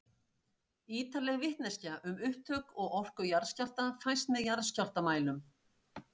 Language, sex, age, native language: Icelandic, female, 60-69, Icelandic